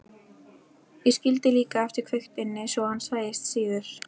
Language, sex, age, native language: Icelandic, female, 13, Icelandic